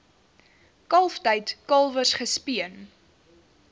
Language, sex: Afrikaans, female